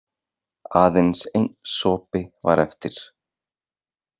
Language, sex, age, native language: Icelandic, male, 20-29, Icelandic